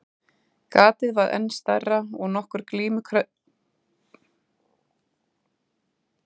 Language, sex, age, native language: Icelandic, female, 30-39, Icelandic